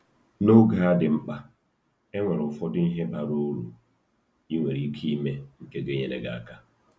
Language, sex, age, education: Igbo, male, 30-45, tertiary